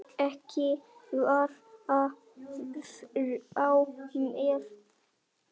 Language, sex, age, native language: Icelandic, male, 9, Icelandic